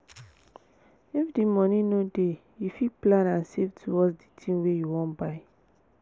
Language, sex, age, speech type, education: Nigerian Pidgin, female, 15-29, spontaneous, tertiary